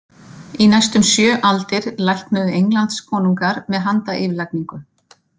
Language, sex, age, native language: Icelandic, female, 50-59, Icelandic